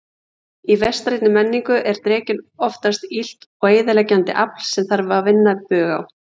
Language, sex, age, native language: Icelandic, female, 40-49, Icelandic